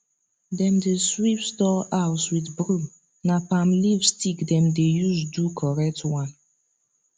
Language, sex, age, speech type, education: Nigerian Pidgin, female, 15-29, spontaneous, tertiary